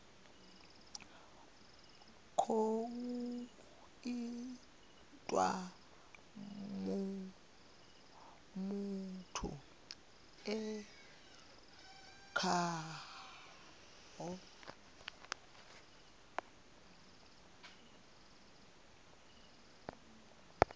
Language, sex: Venda, female